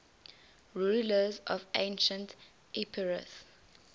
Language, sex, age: English, female, 20